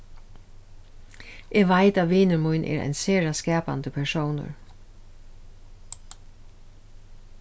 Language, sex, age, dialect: Faroese, female, 36-60, Suðurstreymoy